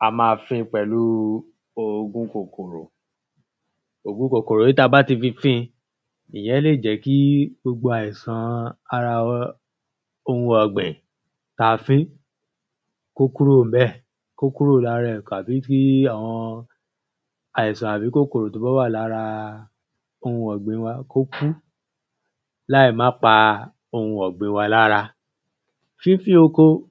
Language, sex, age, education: Yoruba, male, 30-45, tertiary